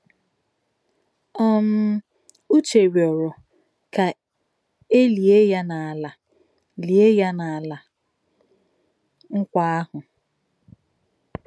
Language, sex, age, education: Igbo, female, 30-45, tertiary